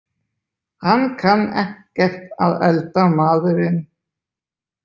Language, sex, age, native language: Icelandic, male, 20-29, Icelandic